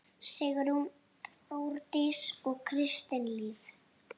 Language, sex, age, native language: Icelandic, female, 6, Icelandic